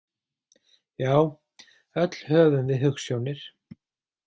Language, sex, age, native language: Icelandic, male, 40-49, Icelandic